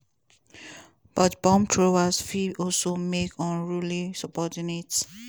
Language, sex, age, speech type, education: Nigerian Pidgin, female, 15-29, spontaneous, tertiary